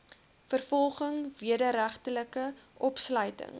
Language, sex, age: Afrikaans, female, 21